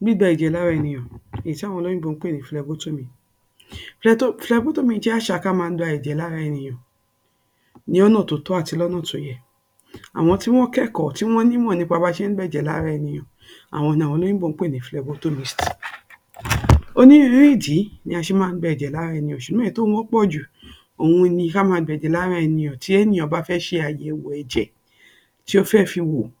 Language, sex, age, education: Yoruba, female, 60+, tertiary